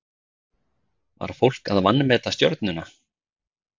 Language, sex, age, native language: Icelandic, male, 50-59, Icelandic